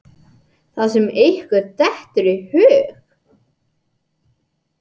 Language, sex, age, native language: Icelandic, male, 80-89, English